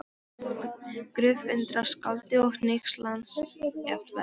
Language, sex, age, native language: Icelandic, female, 13, Polish